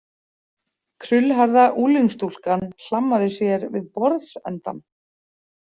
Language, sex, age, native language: Icelandic, female, 40-49, Icelandic